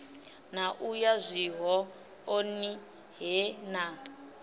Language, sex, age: Venda, female, 24